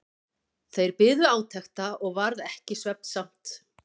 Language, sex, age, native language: Icelandic, female, 50-59, Icelandic